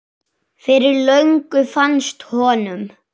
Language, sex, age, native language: Icelandic, other, 6, Icelandic